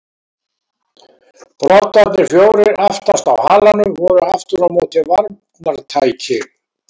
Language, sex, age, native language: Icelandic, male, 70-79, Icelandic